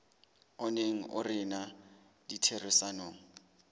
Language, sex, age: Southern Sotho, male, 21